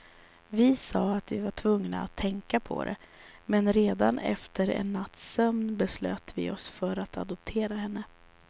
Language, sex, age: Swedish, female, 34